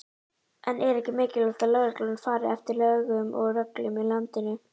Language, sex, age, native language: Icelandic, female, 18-19, Icelandic